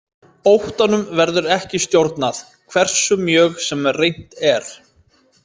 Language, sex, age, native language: Icelandic, male, 30-39, Icelandic